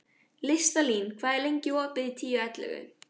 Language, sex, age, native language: Icelandic, female, 14, Icelandic